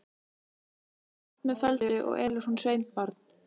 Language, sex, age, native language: Icelandic, female, 15, Icelandic